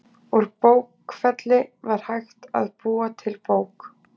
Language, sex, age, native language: Icelandic, female, 20-29, Icelandic